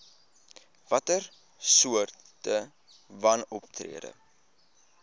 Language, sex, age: Afrikaans, male, 20